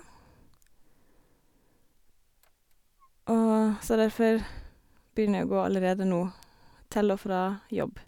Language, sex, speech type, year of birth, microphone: Norwegian, female, spontaneous, 1987, Sennheiser